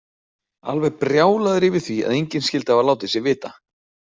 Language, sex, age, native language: Icelandic, male, 40-49, Icelandic